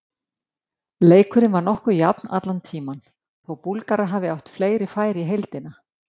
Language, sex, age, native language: Icelandic, female, 50-59, Icelandic